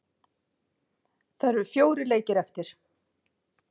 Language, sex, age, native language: Icelandic, female, 50-59, Icelandic